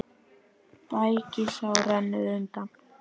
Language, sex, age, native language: Icelandic, male, 10, Icelandic